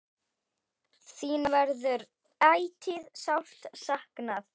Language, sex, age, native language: Icelandic, female, 10, Icelandic